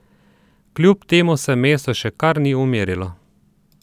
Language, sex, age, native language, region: Slovenian, male, 30-49, Slovenian, Southeast Slovenia